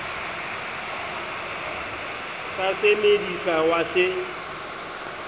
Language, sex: Southern Sotho, male